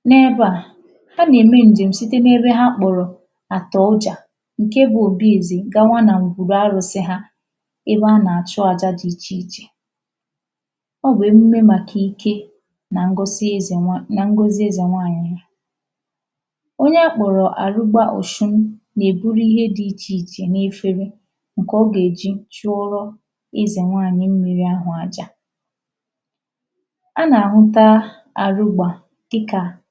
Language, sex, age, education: Igbo, female, 15-29, tertiary